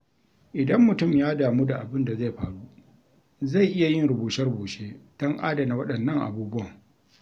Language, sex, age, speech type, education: Hausa, male, 60+, read, tertiary